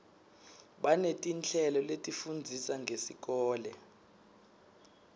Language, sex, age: Swati, male, 19